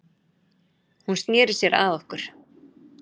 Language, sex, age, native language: Icelandic, female, 40-49, Icelandic